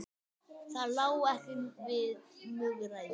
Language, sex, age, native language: Icelandic, male, 10, Icelandic